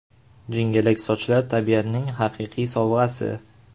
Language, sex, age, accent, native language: Uzbek, male, 18-24, Farg'ona, Uzbek